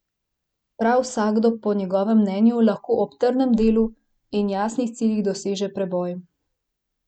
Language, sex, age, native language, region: Slovenian, female, 18-29, Slovenian, Central Slovenia